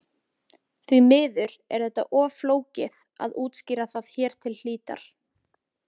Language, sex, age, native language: Icelandic, female, 20-29, Icelandic